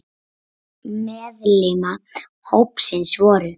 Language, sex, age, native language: Icelandic, female, 7, Icelandic